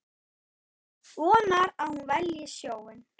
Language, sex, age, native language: Icelandic, male, 9, Icelandic